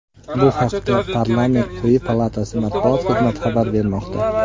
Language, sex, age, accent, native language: Uzbek, male, 19-29, Andijon, Uzbek